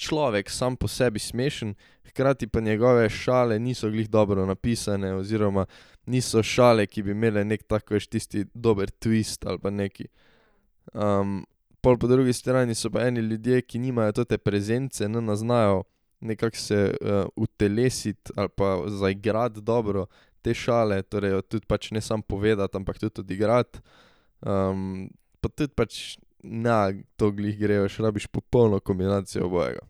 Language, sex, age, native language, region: Slovenian, male, 18-29, Slovenian, Drava region